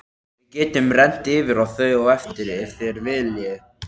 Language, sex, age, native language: Icelandic, male, 13, Icelandic